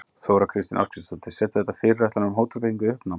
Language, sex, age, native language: Icelandic, male, 40-49, Icelandic